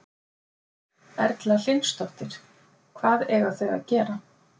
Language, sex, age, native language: Icelandic, female, 50-59, Icelandic